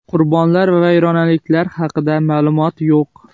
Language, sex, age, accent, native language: Uzbek, male, 18-24, Xorazm, Uzbek